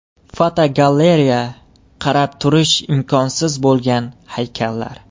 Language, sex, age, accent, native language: Uzbek, male, 18-24, Jizzax, Uzbek